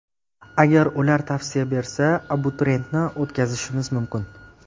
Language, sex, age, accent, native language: Uzbek, male, 18-24, Jizzax, Uzbek